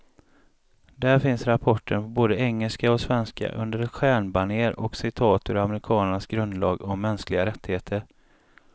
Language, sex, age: Swedish, male, 35